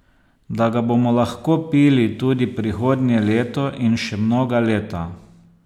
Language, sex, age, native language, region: Slovenian, male, 50-59, Slovenian, Posavska region